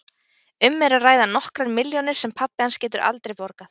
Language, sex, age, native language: Icelandic, female, 20-29, Icelandic